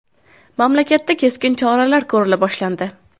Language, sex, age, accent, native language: Uzbek, female, under 19, Toshkent viloyati, Uzbek